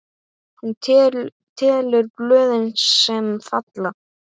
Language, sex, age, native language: Icelandic, male, 8, Icelandic